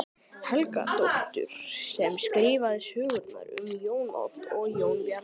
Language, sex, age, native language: Icelandic, male, 12, Icelandic